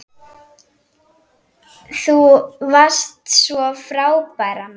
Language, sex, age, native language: Icelandic, female, 10, Icelandic